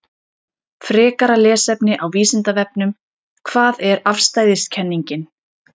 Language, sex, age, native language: Icelandic, female, 30-39, Icelandic